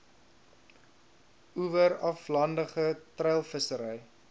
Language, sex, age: Afrikaans, male, 21